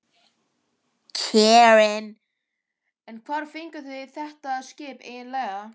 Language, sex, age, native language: Icelandic, male, 11, Icelandic